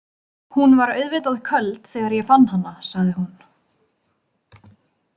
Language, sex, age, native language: Icelandic, female, 20-29, Icelandic